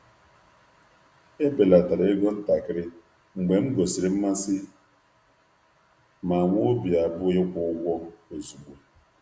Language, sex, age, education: Igbo, male, 30-45, tertiary